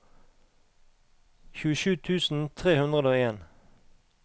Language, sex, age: Norwegian, male, 38